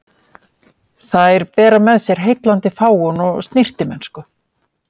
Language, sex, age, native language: Icelandic, female, 50-59, Icelandic